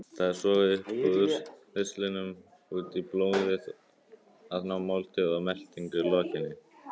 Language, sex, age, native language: Icelandic, male, 18-19, Icelandic